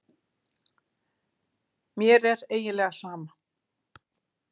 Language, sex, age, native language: Icelandic, female, 60-69, Icelandic